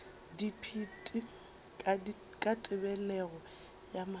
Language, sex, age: Northern Sotho, female, 23